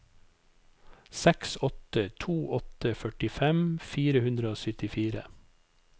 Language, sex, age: Norwegian, male, 55